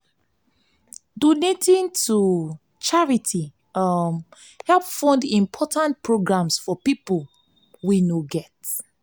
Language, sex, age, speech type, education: Nigerian Pidgin, female, 15-29, spontaneous, tertiary